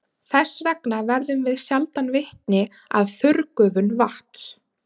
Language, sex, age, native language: Icelandic, female, 30-39, Icelandic